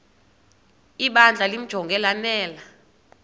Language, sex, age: Xhosa, female, 30